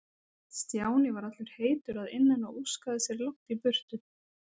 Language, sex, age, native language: Icelandic, female, 30-39, Icelandic